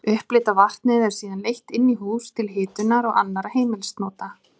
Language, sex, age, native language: Icelandic, female, 30-39, Icelandic